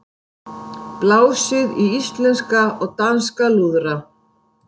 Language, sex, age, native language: Icelandic, female, 50-59, Icelandic